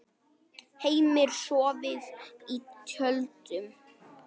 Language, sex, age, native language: Icelandic, male, 9, Icelandic